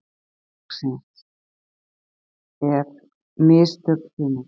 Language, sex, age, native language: Icelandic, female, 50-59, Icelandic